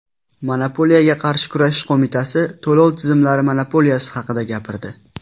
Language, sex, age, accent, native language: Uzbek, male, 19-29, Farg'ona, Uzbek